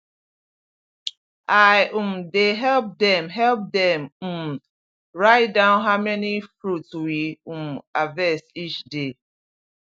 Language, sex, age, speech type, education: Nigerian Pidgin, female, 30-45, spontaneous, tertiary